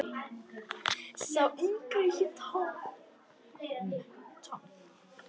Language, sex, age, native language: Icelandic, female, 10, Icelandic